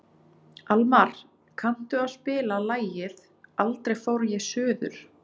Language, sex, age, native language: Icelandic, female, 20-29, Icelandic